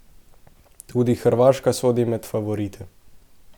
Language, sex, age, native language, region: Slovenian, male, 18-29, Slovenian, Central Slovenia